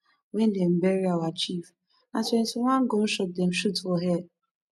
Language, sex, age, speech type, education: Nigerian Pidgin, female, 15-29, spontaneous, tertiary